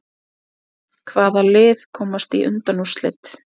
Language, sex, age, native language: Icelandic, female, 20-29, Icelandic